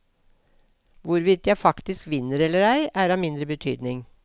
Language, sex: Norwegian, female